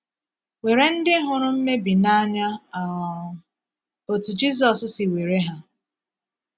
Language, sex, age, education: Igbo, female, 15-29, tertiary